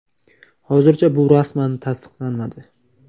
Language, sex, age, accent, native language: Uzbek, male, 18-24, Toshkent viloyati, Uzbek